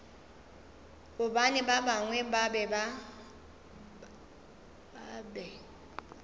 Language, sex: Northern Sotho, female